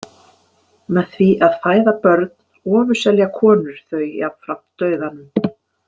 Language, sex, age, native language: Icelandic, female, 50-59, Icelandic